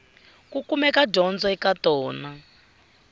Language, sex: Tsonga, female